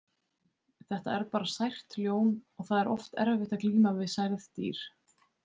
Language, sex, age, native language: Icelandic, female, 20-29, Icelandic